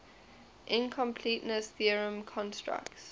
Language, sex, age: English, female, 20